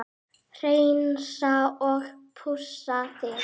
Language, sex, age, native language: Icelandic, female, 8, Icelandic